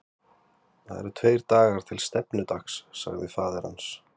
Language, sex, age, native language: Icelandic, male, 30-39, Icelandic